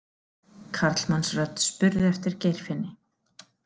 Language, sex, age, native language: Icelandic, female, 40-49, Icelandic